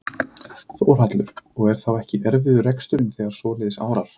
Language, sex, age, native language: Icelandic, male, 30-39, Icelandic